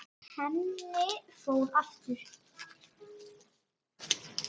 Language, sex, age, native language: Icelandic, female, 10, Icelandic